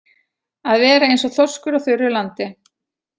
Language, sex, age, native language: Icelandic, female, 40-49, Icelandic